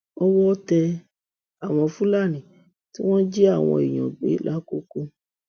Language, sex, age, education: Yoruba, female, 60+, tertiary